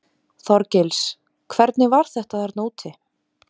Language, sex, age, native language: Icelandic, female, 20-29, Icelandic